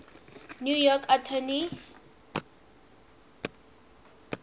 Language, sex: English, female